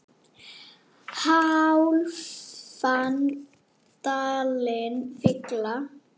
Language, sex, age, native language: Icelandic, female, 8, Icelandic